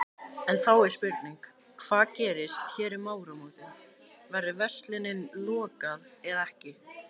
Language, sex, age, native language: Icelandic, male, 18-19, Icelandic